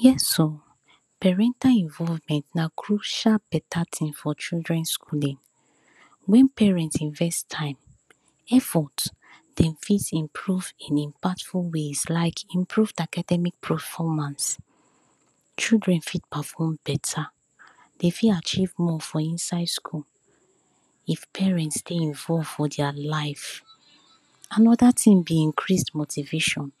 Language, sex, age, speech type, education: Nigerian Pidgin, female, 46-60, spontaneous, tertiary